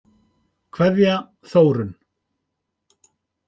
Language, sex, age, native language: Icelandic, male, 50-59, Icelandic